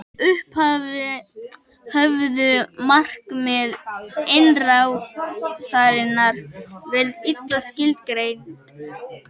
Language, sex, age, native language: Icelandic, male, 18-19, Icelandic